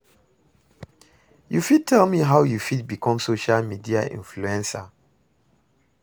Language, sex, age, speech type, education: Nigerian Pidgin, male, 30-45, read, secondary